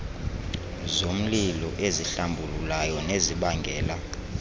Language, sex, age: Xhosa, male, 31